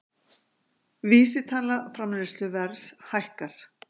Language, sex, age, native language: Icelandic, female, 50-59, Icelandic